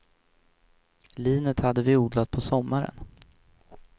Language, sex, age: Swedish, male, 23